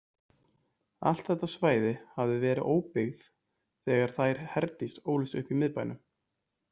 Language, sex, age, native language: Icelandic, male, 20-29, Icelandic